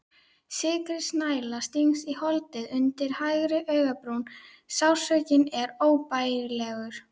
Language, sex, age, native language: Icelandic, female, 12, Icelandic